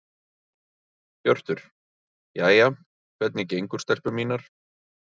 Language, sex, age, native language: Icelandic, male, 30-39, Icelandic